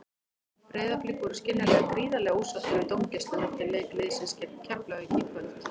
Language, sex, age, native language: Icelandic, female, 40-49, Icelandic